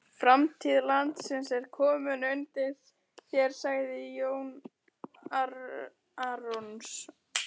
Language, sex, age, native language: Icelandic, female, 11, Icelandic